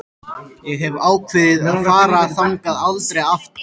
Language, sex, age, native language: Icelandic, male, 13, Icelandic